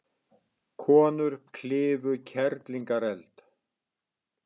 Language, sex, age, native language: Icelandic, male, 60-69, Icelandic